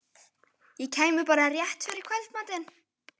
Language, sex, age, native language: Icelandic, female, 12, Icelandic